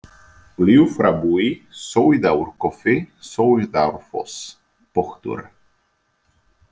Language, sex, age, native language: Icelandic, male, 30-39, Icelandic